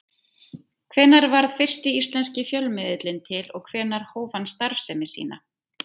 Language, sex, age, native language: Icelandic, female, 30-39, Icelandic